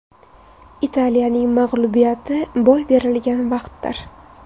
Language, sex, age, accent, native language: Uzbek, female, 19-29, Toshkent viloyati, Uzbek